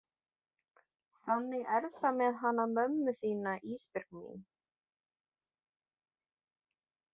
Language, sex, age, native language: Icelandic, female, 20-29, Icelandic